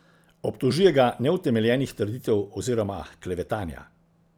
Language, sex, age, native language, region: Slovenian, male, 60+, Slovenian, Central Slovenia